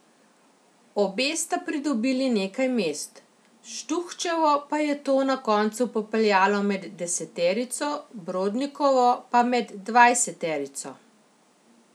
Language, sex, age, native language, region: Slovenian, female, 50-59, Slovenian, Central Slovenia